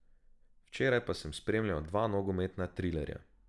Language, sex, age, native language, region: Slovenian, male, 18-29, Slovenian, Drava region